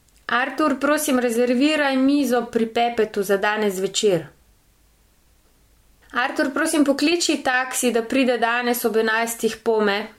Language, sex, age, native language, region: Slovenian, female, 30-49, Slovenian, Gorenjska region